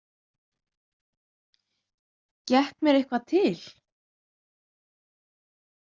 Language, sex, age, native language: Icelandic, female, 20-29, Icelandic